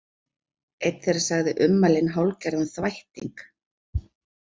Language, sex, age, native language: Icelandic, female, 40-49, Icelandic